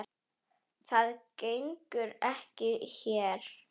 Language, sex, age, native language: Icelandic, female, 10, Icelandic